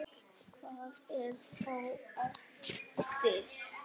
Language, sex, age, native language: Icelandic, male, 9, Icelandic